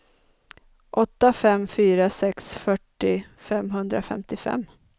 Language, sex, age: Swedish, female, 30